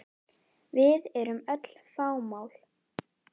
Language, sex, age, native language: Icelandic, female, 10, Icelandic